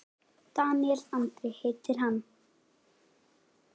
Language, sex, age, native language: Icelandic, male, 9, Icelandic